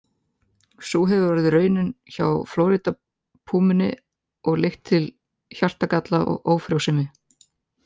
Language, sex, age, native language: Icelandic, male, 18-19, Icelandic